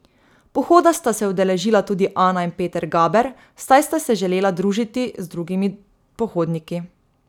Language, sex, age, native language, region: Slovenian, female, 18-29, Slovenian, Drava region